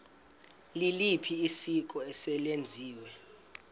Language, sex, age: Xhosa, male, 26